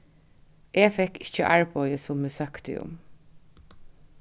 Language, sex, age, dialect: Faroese, female, 36-60, Norðuroyggjar